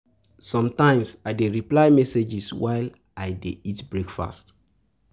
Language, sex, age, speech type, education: Nigerian Pidgin, male, 15-29, spontaneous, tertiary